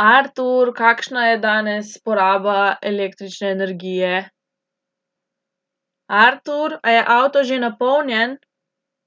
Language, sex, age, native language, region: Slovenian, female, 18-29, Slovenian, Central Slovenia